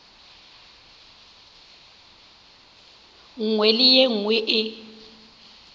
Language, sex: Northern Sotho, female